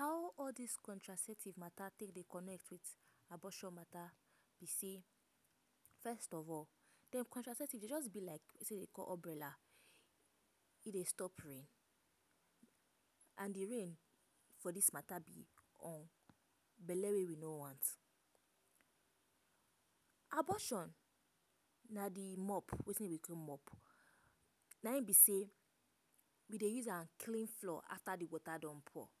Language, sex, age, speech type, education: Nigerian Pidgin, female, 15-29, spontaneous, tertiary